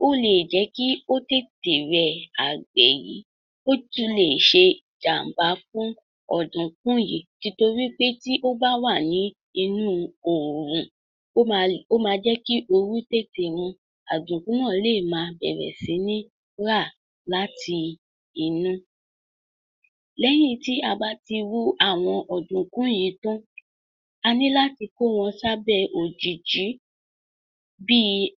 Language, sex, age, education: Yoruba, female, 46-60, tertiary